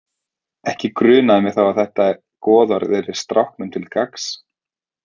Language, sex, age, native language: Icelandic, male, 30-39, Icelandic